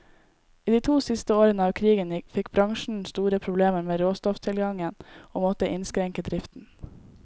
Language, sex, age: Norwegian, female, 18